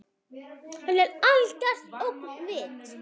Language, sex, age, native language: Icelandic, female, 9, Icelandic